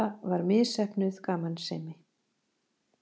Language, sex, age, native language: Icelandic, female, 40-49, Icelandic